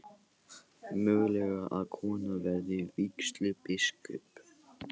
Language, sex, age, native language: Icelandic, male, 18-19, Icelandic